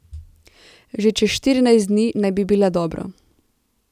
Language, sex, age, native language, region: Slovenian, female, 18-29, Slovenian, Central Slovenia